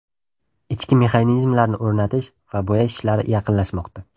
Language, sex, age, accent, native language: Uzbek, male, 12-17, Toshkent shahri, Uzbek